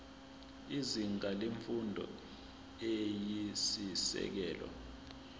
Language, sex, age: Zulu, male, 20